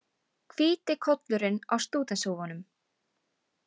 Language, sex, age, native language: Icelandic, female, 18-19, Icelandic